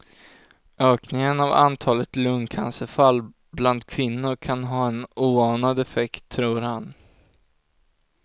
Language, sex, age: Swedish, male, 16